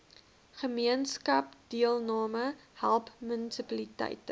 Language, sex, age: Afrikaans, female, 21